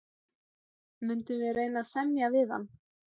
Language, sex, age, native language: Icelandic, female, 17, Icelandic